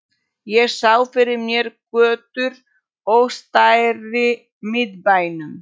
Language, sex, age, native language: Icelandic, female, 40-49, Polish